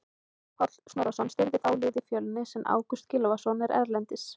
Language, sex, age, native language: Icelandic, female, 20-29, Icelandic